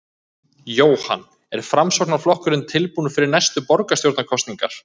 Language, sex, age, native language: Icelandic, male, 20-29, Icelandic